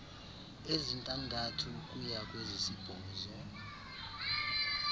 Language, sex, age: Xhosa, male, 35